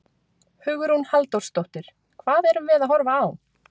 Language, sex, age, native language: Icelandic, female, 20-29, Icelandic